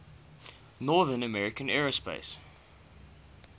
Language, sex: English, male